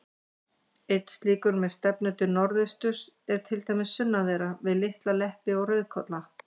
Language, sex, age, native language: Icelandic, female, 50-59, Icelandic